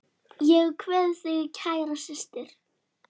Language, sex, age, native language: Icelandic, female, 10, Icelandic